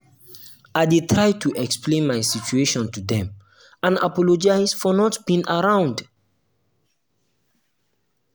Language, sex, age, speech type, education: Nigerian Pidgin, male, 15-29, spontaneous, tertiary